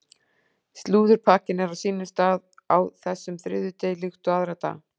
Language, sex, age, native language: Icelandic, female, 40-49, Icelandic